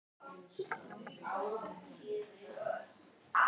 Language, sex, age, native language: Icelandic, female, 18-19, Icelandic